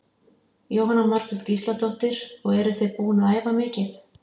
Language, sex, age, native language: Icelandic, female, 50-59, Icelandic